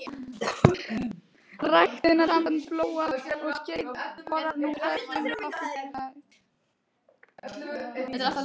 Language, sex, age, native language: Icelandic, female, 11, Icelandic